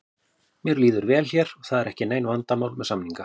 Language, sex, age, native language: Icelandic, male, 40-49, Icelandic